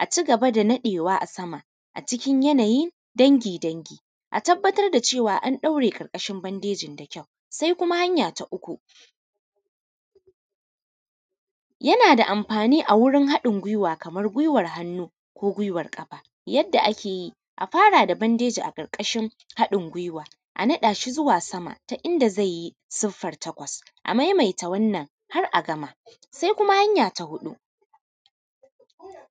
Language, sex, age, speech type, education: Hausa, female, 30-45, spontaneous, primary